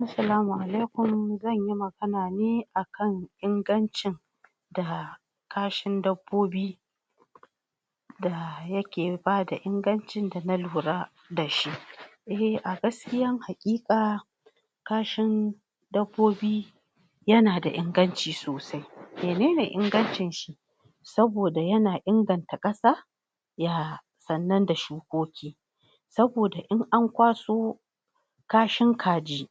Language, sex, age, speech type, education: Hausa, female, 46-60, spontaneous, tertiary